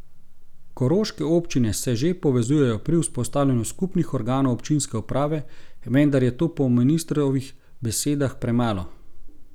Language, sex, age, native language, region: Slovenian, male, 30-49, Slovenian, Gorenjska region